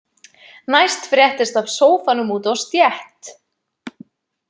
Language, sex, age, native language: Icelandic, female, 20-29, Icelandic